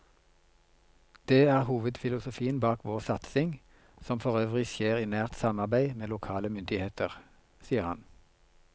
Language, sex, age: Norwegian, male, 42